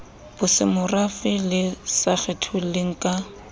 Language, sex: Southern Sotho, female